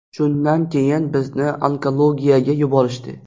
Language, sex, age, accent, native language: Uzbek, male, 12-17, Xorazm, Uzbek